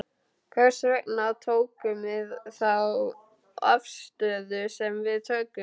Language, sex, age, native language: Icelandic, male, 12, Icelandic